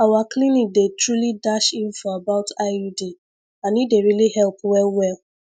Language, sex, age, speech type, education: Nigerian Pidgin, female, 15-29, spontaneous, secondary